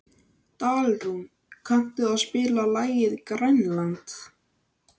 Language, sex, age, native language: Icelandic, male, 13, Icelandic